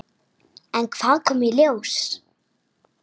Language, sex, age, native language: Icelandic, female, 9, Icelandic